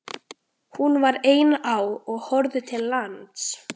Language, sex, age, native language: Icelandic, male, 13, Icelandic